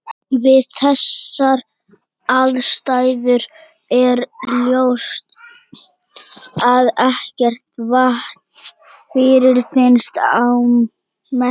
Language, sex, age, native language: Icelandic, male, 30-39, Icelandic